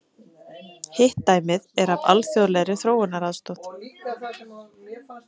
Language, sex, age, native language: Icelandic, female, 30-39, Icelandic